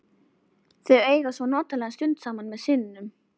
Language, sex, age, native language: Icelandic, female, 11, Icelandic